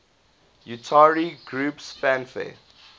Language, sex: English, male